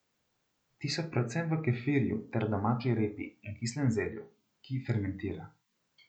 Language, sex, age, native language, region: Slovenian, male, 18-29, Slovenian, Central Slovenia